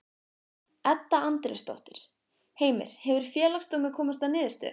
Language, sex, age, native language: Icelandic, female, 15, Icelandic